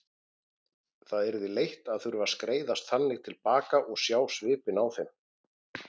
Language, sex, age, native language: Icelandic, male, 40-49, Icelandic